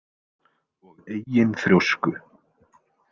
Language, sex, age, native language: Icelandic, male, 20-29, Icelandic